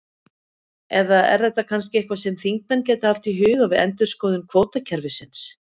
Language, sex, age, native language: Icelandic, female, 50-59, Icelandic